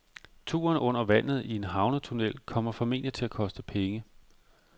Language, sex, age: Danish, male, 45